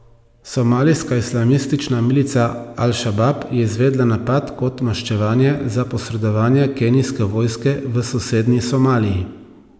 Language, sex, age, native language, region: Slovenian, male, 30-49, Slovenian, Savinja region